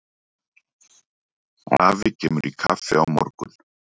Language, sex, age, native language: Icelandic, male, 40-49, Icelandic